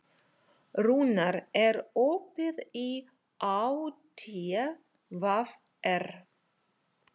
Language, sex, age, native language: Icelandic, female, 40-49, Russian